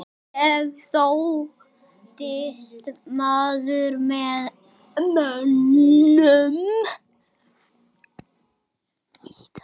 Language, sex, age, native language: Icelandic, male, 10, Icelandic